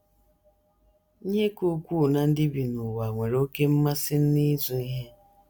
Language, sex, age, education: Igbo, female, 30-45, tertiary